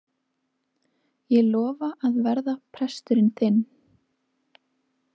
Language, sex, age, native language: Icelandic, female, 20-29, Icelandic